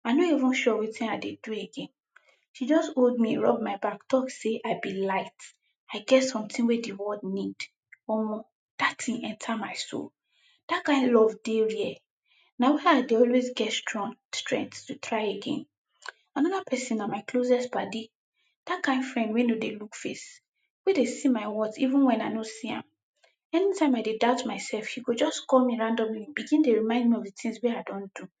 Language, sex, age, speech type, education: Nigerian Pidgin, female, 15-29, spontaneous, tertiary